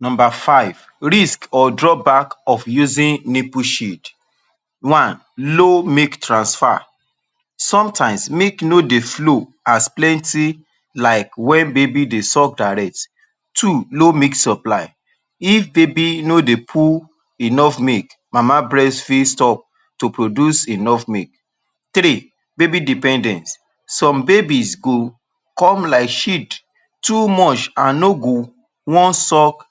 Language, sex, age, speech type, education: Nigerian Pidgin, male, 30-45, spontaneous, tertiary